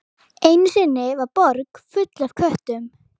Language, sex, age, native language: Icelandic, female, 11, Icelandic